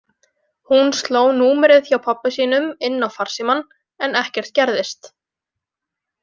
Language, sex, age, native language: Icelandic, female, 20-29, Icelandic